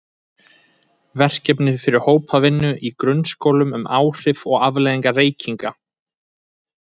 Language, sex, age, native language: Icelandic, male, 20-29, Icelandic